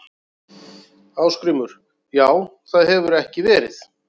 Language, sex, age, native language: Icelandic, male, 40-49, Icelandic